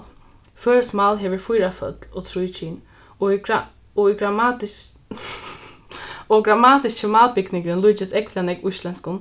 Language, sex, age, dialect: Faroese, female, 15-35, Norðuroyggjar